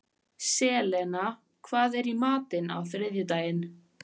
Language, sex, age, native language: Icelandic, female, 14, Icelandic